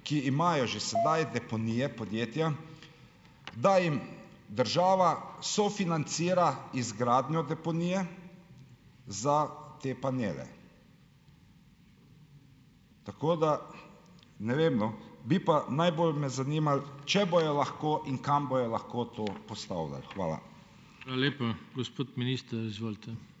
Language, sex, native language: Slovenian, male, Slovenian